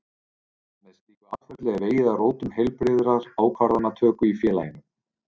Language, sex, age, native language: Icelandic, male, 30-39, Icelandic